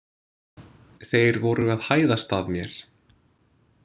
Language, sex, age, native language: Icelandic, male, 20-29, English